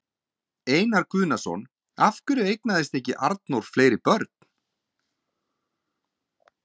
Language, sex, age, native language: Icelandic, male, 40-49, Icelandic